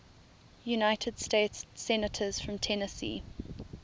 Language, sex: English, female